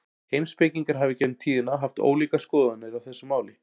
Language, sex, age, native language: Icelandic, male, 40-49, Icelandic